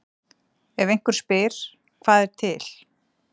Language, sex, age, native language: Icelandic, female, 40-49, Icelandic